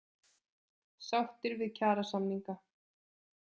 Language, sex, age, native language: Icelandic, female, 20-29, Icelandic